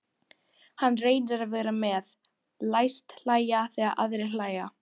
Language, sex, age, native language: Icelandic, female, 12, Icelandic